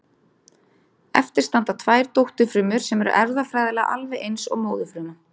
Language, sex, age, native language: Icelandic, female, 30-39, Icelandic